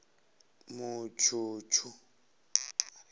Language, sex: Venda, male